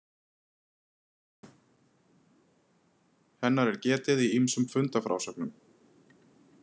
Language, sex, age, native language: Icelandic, male, 30-39, Icelandic